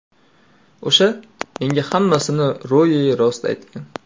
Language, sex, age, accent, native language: Uzbek, male, 18-24, Navoiy, Uzbek